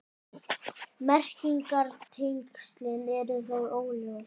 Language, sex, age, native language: Icelandic, male, 18-19, Icelandic